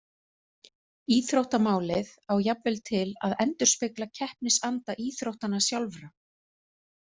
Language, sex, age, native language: Icelandic, female, 40-49, Icelandic